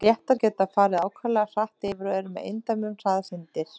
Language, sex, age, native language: Icelandic, female, 30-39, Icelandic